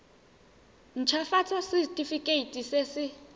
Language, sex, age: Tswana, female, 18